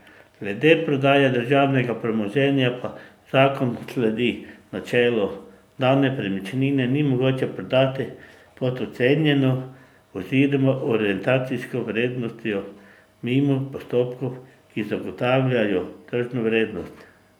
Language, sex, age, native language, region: Slovenian, male, 50-59, Slovenian, Drava region